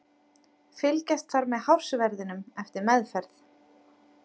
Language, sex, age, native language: Icelandic, female, 30-39, Icelandic